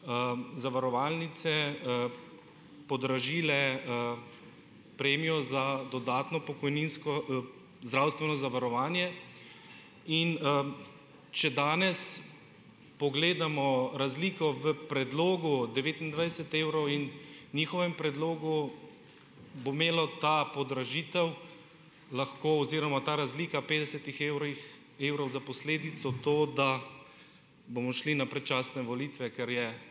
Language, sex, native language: Slovenian, male, Slovenian